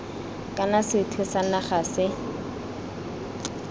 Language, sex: Tswana, female